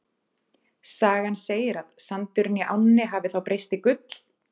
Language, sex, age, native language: Icelandic, female, 30-39, Icelandic